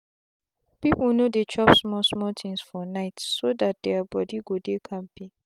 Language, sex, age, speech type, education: Nigerian Pidgin, female, 15-29, spontaneous, tertiary